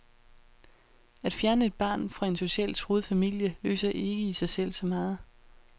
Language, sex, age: Danish, female, 31